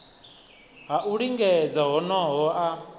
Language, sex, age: Venda, male, 25